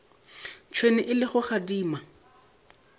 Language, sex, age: Northern Sotho, male, 22